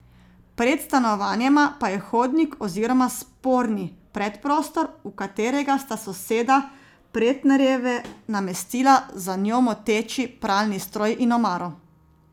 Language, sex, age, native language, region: Slovenian, female, 30-49, Slovenian, Zasavska region